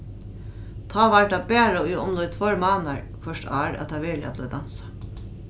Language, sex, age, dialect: Faroese, female, 36-60, Norðuroyggjar